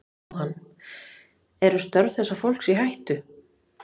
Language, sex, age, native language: Icelandic, female, 30-39, Icelandic